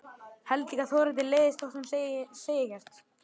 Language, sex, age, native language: Icelandic, male, 11, Icelandic